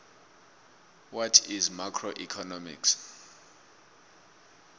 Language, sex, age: South Ndebele, male, 24